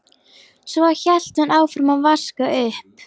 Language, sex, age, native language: Icelandic, female, 11, Icelandic